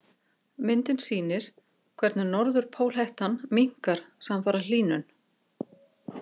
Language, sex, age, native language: Icelandic, female, 50-59, Icelandic